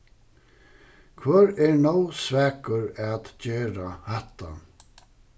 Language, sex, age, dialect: Faroese, male, 61+, Suðuroy